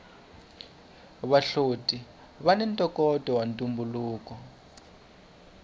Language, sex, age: Tsonga, male, 23